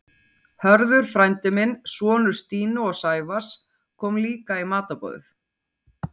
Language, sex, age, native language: Icelandic, female, 40-49, Icelandic